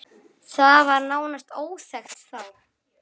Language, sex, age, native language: Icelandic, male, 9, Icelandic